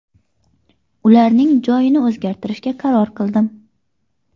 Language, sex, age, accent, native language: Uzbek, female, 25-34, Xorazm, Uzbek